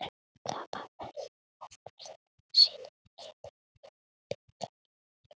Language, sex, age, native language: Icelandic, male, 70-79, Icelandic